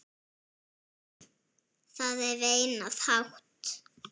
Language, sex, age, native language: Icelandic, female, 7, Icelandic